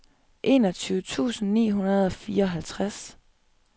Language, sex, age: Danish, female, 25